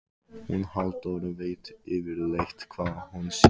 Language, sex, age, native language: Icelandic, male, 15, Icelandic